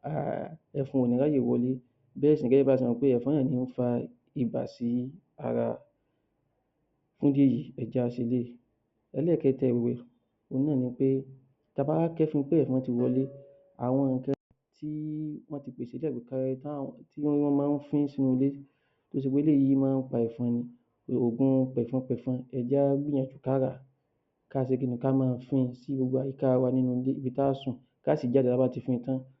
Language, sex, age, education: Yoruba, male, 30-45, tertiary